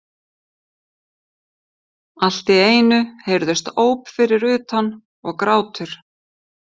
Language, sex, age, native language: Icelandic, female, 50-59, Icelandic